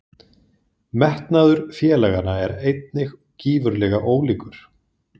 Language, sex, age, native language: Icelandic, male, 30-39, Icelandic